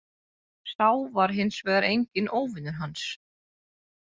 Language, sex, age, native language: Icelandic, female, 30-39, Icelandic